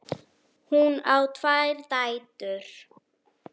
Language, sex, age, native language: Icelandic, female, 9, Icelandic